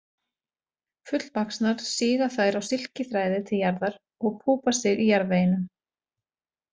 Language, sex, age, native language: Icelandic, female, 40-49, Icelandic